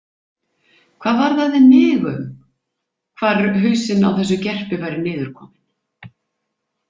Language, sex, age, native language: Icelandic, female, 50-59, Icelandic